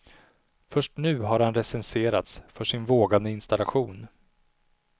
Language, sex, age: Swedish, male, 37